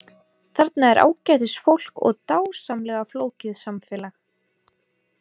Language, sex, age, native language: Icelandic, female, 20-29, Icelandic